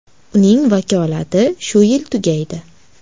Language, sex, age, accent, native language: Uzbek, female, 19-29, Qashqadaryo, Uzbek